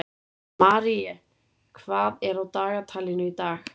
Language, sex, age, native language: Icelandic, female, 30-39, Icelandic